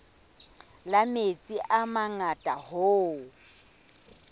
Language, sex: Southern Sotho, female